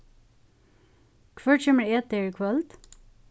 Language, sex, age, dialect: Faroese, female, 36-60, Suðurstreymoy